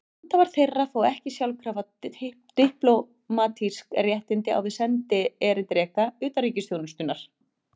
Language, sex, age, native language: Icelandic, female, 40-49, Icelandic